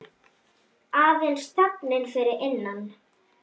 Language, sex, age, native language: Icelandic, female, 10, Icelandic